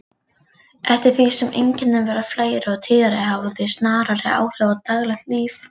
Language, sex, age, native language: Icelandic, female, 18-19, Icelandic